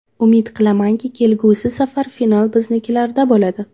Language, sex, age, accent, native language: Uzbek, female, 18-24, Toshkent shahri, Uzbek